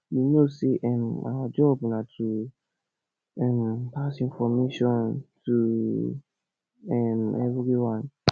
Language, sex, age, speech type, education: Nigerian Pidgin, male, 46-60, spontaneous, tertiary